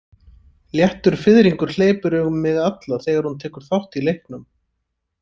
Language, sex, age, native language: Icelandic, male, 30-39, Icelandic